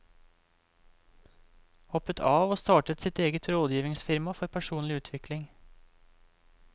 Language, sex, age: Norwegian, male, 28